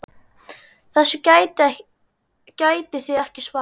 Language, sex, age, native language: Icelandic, male, 10, Icelandic